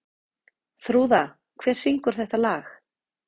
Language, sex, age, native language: Icelandic, female, 30-39, Icelandic